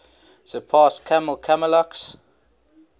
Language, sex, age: English, male, 21